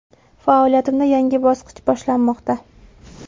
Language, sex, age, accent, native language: Uzbek, female, 18-24, Toshkent viloyati, Uzbek